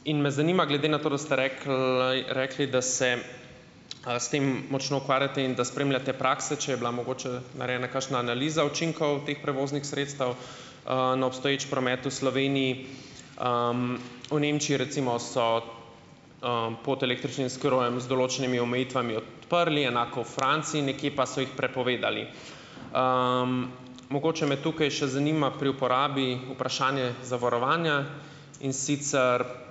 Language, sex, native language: Slovenian, male, Slovenian